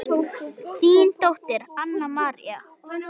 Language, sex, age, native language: Icelandic, female, 8, Icelandic